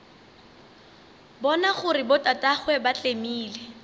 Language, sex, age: Northern Sotho, female, 24